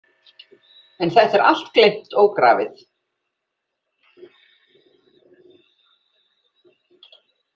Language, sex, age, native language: Icelandic, female, 40-49, Icelandic